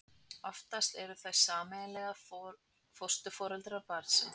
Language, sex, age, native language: Icelandic, female, 40-49, Icelandic